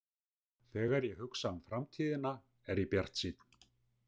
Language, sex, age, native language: Icelandic, male, 60-69, Icelandic